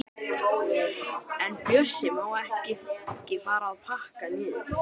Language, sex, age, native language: Icelandic, male, 12, Icelandic